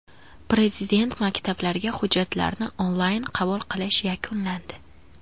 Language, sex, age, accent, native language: Uzbek, female, 18-24, Andijon, Uzbek